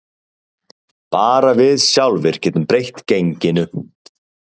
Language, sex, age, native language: Icelandic, male, 30-39, Icelandic